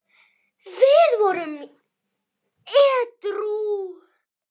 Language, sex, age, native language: Icelandic, female, 9, Icelandic